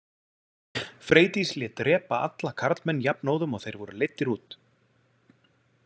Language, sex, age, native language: Icelandic, male, 40-49, Icelandic